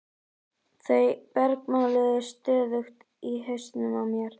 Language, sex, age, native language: Icelandic, female, 11, Icelandic